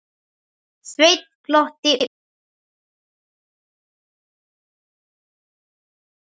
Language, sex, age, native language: Icelandic, male, 9, Icelandic